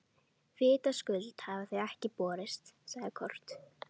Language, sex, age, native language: Icelandic, female, 12, Icelandic